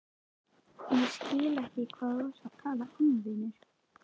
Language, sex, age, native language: Icelandic, female, 11, Icelandic